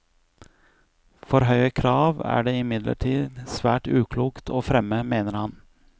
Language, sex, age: Norwegian, male, 41